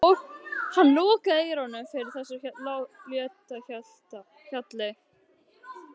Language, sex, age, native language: Icelandic, other, 12, Icelandic